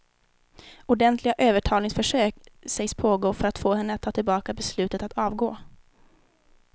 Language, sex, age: Swedish, female, 19